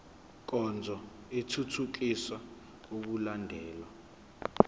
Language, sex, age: Zulu, male, 21